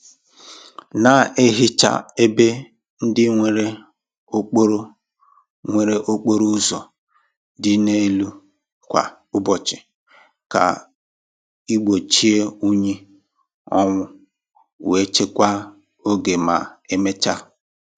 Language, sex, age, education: Igbo, male, 15-29, tertiary